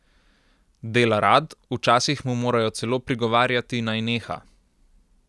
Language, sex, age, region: Slovenian, male, 18-29, Central Slovenia